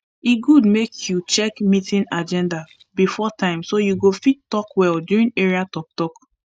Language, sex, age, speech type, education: Nigerian Pidgin, female, 15-29, spontaneous, tertiary